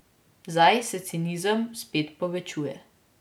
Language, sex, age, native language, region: Slovenian, female, 18-29, Slovenian, Drava region